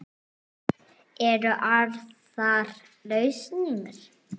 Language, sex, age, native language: Icelandic, male, 9, Icelandic